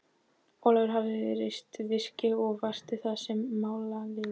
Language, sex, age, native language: Icelandic, female, 12, Icelandic